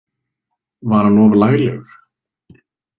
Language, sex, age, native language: Icelandic, male, 20-29, Icelandic